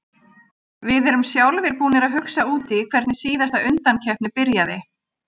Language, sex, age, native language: Icelandic, female, 40-49, Icelandic